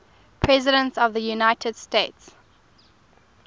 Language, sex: English, female